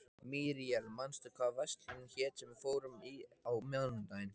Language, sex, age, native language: Icelandic, male, 14, Icelandic